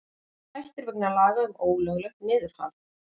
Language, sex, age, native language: Icelandic, female, 50-59, Icelandic